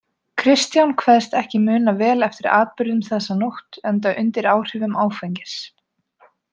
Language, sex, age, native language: Icelandic, female, 20-29, Icelandic